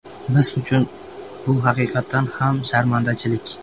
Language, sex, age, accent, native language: Uzbek, male, 18-24, Buxoro, Uzbek